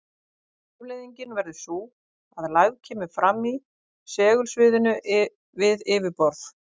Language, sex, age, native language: Icelandic, female, 50-59, Icelandic